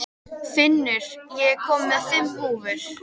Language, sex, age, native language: Icelandic, female, 13, Icelandic